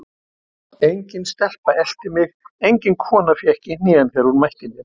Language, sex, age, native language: Icelandic, male, 70-79, Icelandic